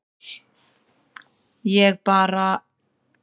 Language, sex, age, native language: Icelandic, male, 10, Icelandic